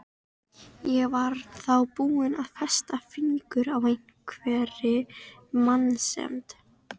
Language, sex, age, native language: Icelandic, female, 13, Icelandic